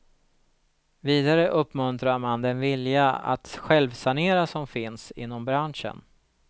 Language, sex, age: Swedish, male, 36